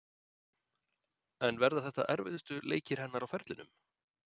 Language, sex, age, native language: Icelandic, male, 40-49, Icelandic